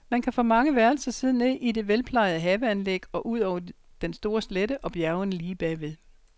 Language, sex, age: Danish, female, 60